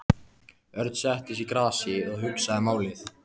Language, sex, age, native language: Icelandic, male, 14, Icelandic